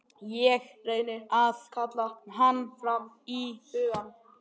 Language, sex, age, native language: Icelandic, male, 11, Icelandic